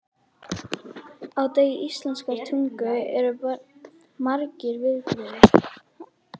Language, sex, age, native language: Icelandic, female, 11, Icelandic